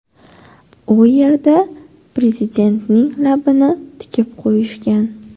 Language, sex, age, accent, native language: Uzbek, female, 18-24, Samarqand, Uzbek